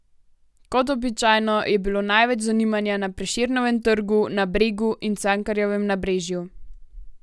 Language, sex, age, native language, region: Slovenian, female, 18-29, Slovenian, Gorenjska region